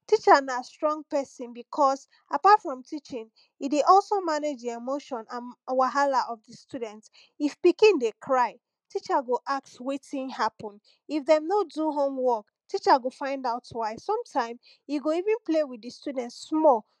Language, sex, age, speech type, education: Nigerian Pidgin, female, 15-29, spontaneous, tertiary